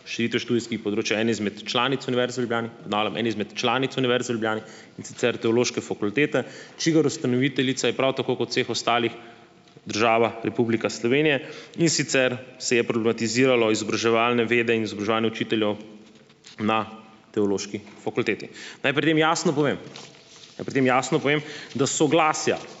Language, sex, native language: Slovenian, male, Slovenian